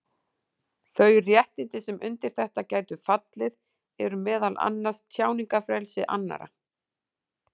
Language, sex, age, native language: Icelandic, female, 40-49, Icelandic